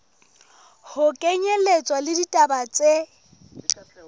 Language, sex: Southern Sotho, female